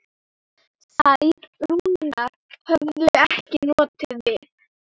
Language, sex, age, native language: Icelandic, female, 8, Icelandic